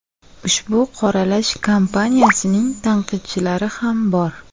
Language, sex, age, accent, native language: Uzbek, female, 25-34, Toshkent viloyati, Uzbek